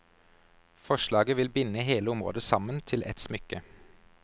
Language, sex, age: Norwegian, male, 32